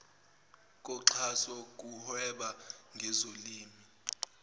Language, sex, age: Zulu, male, 18